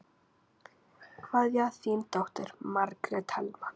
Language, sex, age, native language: Icelandic, female, 9, Icelandic